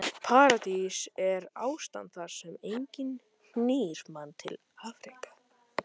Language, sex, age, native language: Icelandic, male, 13, Icelandic